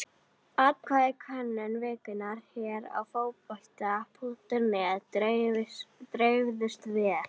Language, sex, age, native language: Icelandic, female, 30-39, Icelandic